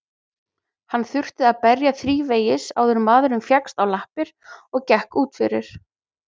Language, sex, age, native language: Icelandic, female, 30-39, Icelandic